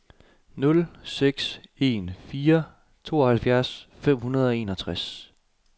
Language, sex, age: Danish, male, 27